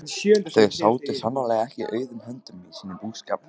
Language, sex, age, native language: Icelandic, male, 15, Icelandic